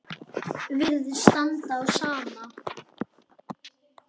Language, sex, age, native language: Icelandic, male, 10, Icelandic